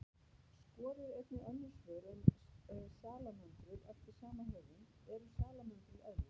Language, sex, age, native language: Icelandic, female, 50-59, Icelandic